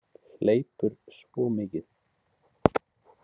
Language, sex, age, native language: Icelandic, male, 20-29, Icelandic